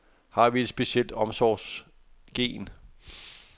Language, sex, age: Danish, male, 48